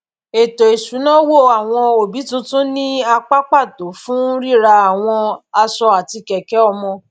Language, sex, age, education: Yoruba, female, 30-45, tertiary